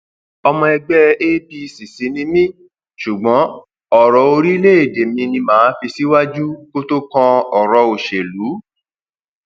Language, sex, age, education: Yoruba, male, 30-45, tertiary